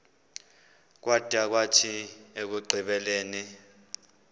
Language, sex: Xhosa, male